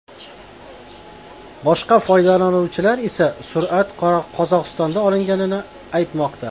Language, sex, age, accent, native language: Uzbek, male, 35+, Qashqadaryo, Uzbek